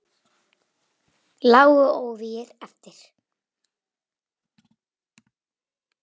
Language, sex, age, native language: Icelandic, female, 9, Icelandic